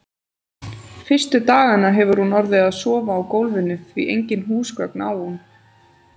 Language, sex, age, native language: Icelandic, female, 30-39, Icelandic